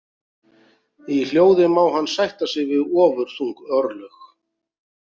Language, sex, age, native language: Icelandic, male, 40-49, Icelandic